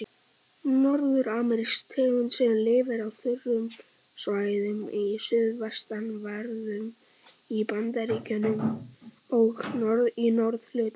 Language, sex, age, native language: Icelandic, male, 18-19, Icelandic